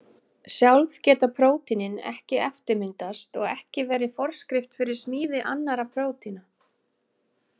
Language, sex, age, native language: Icelandic, female, 20-29, Icelandic